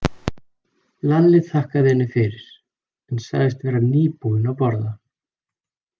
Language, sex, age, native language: Icelandic, male, 40-49, Icelandic